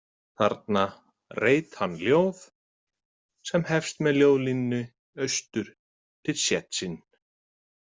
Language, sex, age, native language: Icelandic, male, 30-39, Icelandic